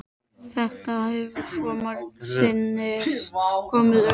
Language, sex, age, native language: Icelandic, male, 13, Icelandic